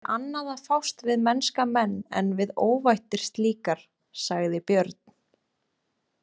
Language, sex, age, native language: Icelandic, female, 20-29, Icelandic